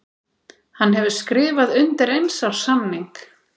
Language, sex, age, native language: Icelandic, female, 30-39, Icelandic